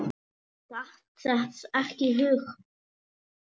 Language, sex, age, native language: Icelandic, male, 10, Icelandic